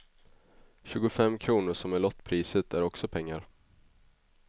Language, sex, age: Swedish, male, 21